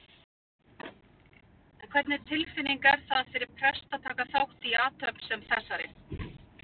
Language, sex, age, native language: Icelandic, female, 50-59, Icelandic